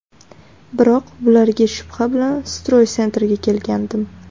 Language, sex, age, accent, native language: Uzbek, female, 19-29, Farg'ona, Uzbek